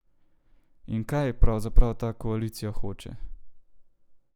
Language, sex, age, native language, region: Slovenian, male, 30-49, Slovenian, Central Slovenia